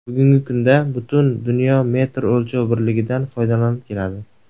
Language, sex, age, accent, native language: Uzbek, male, 19-29, Surxondaryo, Uzbek